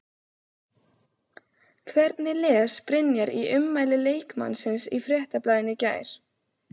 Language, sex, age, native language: Icelandic, female, 16, Icelandic